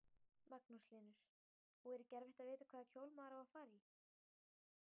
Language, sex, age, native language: Icelandic, female, 18-19, Icelandic